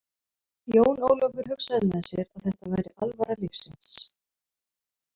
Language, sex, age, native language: Icelandic, female, 50-59, Icelandic